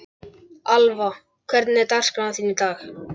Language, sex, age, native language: Icelandic, male, 11, Icelandic